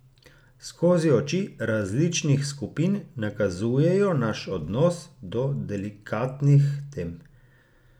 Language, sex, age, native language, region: Slovenian, male, 30-49, Slovenian, Gorica region